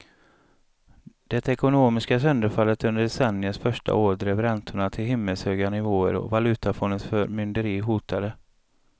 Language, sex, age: Swedish, male, 35